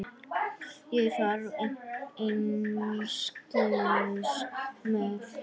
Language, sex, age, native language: Icelandic, female, 9, Icelandic